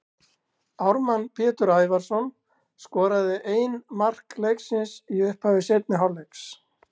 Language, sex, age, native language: Icelandic, male, 60-69, Icelandic